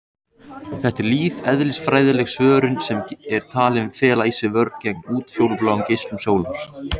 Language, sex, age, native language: Icelandic, male, 18-19, Icelandic